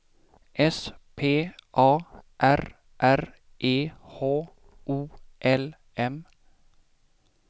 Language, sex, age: Swedish, male, 28